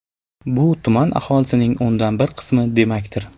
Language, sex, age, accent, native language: Uzbek, male, 18-24, Navoiy, Uzbek